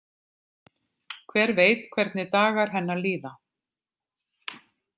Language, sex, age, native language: Icelandic, female, 50-59, Icelandic